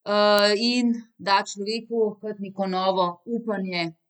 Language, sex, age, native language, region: Slovenian, female, 30-49, Slovenian, Central Slovenia